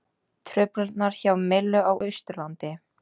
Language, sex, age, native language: Icelandic, female, 18-19, Icelandic